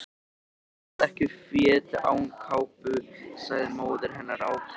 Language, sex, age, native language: Icelandic, male, 13, Icelandic